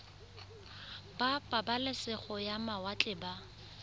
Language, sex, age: Tswana, female, 20